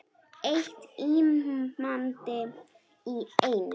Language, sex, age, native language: Icelandic, female, 10, Icelandic